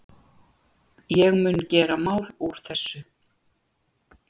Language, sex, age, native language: Icelandic, female, 60-69, Icelandic